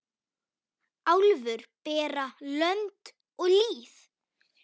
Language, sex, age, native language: Icelandic, female, 9, Icelandic